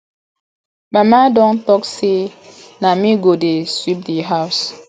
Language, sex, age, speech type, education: Nigerian Pidgin, female, 30-45, spontaneous, tertiary